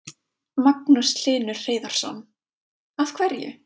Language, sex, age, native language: Icelandic, female, 20-29, Icelandic